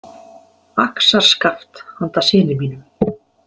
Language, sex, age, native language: Icelandic, female, 50-59, Icelandic